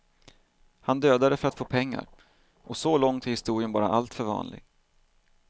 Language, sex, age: Swedish, male, 38